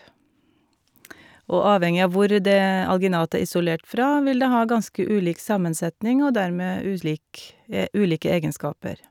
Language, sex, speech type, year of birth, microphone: Norwegian, female, spontaneous, 1962, Shure